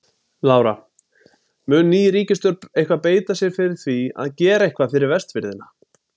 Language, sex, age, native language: Icelandic, male, 20-29, Icelandic